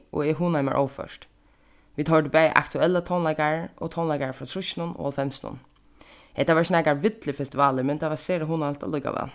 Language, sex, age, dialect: Faroese, female, 15-35, Suðurstreymoy